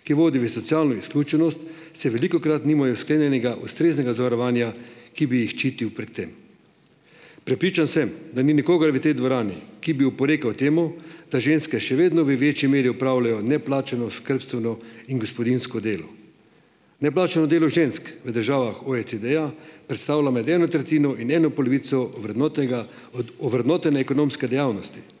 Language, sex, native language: Slovenian, male, Slovenian